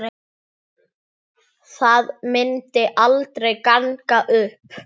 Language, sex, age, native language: Icelandic, male, 8, Icelandic